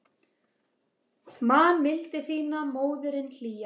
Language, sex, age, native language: Icelandic, female, 8, Icelandic